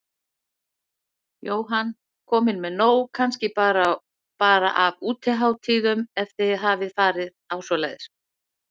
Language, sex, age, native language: Icelandic, female, 60-69, Icelandic